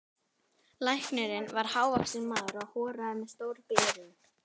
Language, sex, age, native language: Icelandic, female, 11, Icelandic